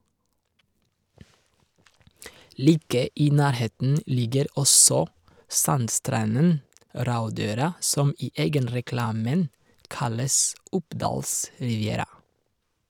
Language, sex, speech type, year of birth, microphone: Norwegian, male, read, 1986, Shure